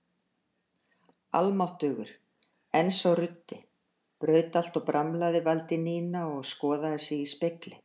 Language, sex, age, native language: Icelandic, female, 60-69, Icelandic